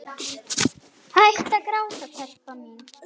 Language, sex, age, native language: Icelandic, female, 8, Icelandic